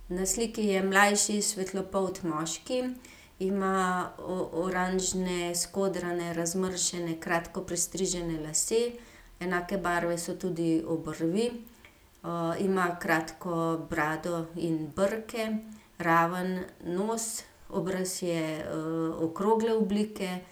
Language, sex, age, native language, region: Slovenian, female, 50-59, Slovenian, Gorenjska region